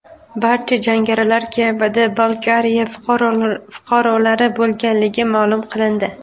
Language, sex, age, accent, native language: Uzbek, female, 19-29, Farg'ona, Uzbek